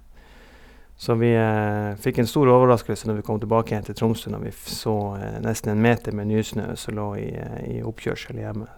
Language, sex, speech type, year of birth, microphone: Norwegian, male, spontaneous, 1971, Sennheiser